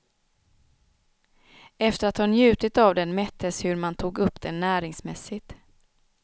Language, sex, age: Swedish, female, 36